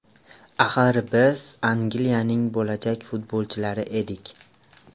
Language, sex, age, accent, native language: Uzbek, male, 18-24, Andijon, Uzbek